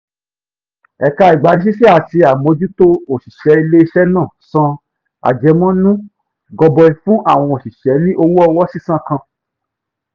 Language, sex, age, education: Yoruba, male, 15-29, tertiary